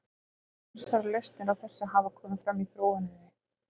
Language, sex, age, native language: Icelandic, female, 40-49, Icelandic